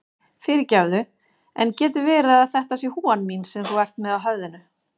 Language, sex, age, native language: Icelandic, female, 40-49, Icelandic